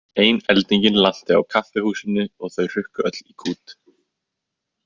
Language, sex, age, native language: Icelandic, male, 18-19, Icelandic